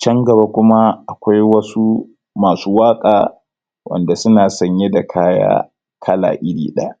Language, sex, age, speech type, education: Hausa, male, 30-45, spontaneous, tertiary